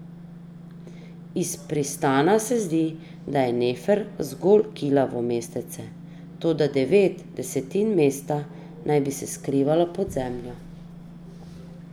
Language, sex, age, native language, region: Slovenian, female, 30-49, Slovenian, Drava region